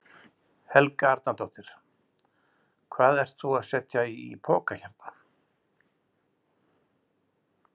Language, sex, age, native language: Icelandic, male, 60-69, Icelandic